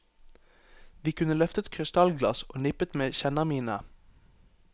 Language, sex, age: Norwegian, male, 18